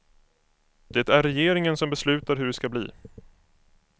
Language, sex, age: Swedish, male, 25